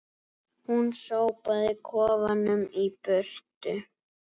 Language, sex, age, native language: Icelandic, female, 7, Icelandic